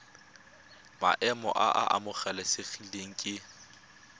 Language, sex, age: Tswana, male, 21